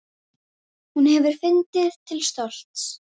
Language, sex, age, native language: Icelandic, female, 10, Icelandic